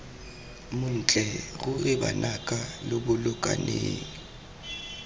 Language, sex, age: Tswana, male, 23